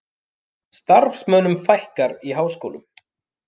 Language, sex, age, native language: Icelandic, male, 30-39, Icelandic